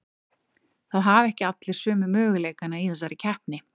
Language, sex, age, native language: Icelandic, female, 30-39, Icelandic